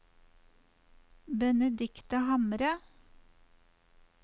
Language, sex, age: Norwegian, female, 54